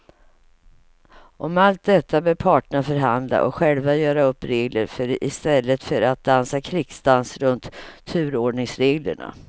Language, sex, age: Swedish, female, 55